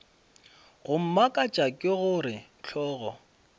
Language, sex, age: Northern Sotho, male, 26